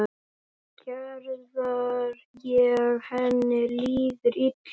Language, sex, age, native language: Icelandic, male, 10, Icelandic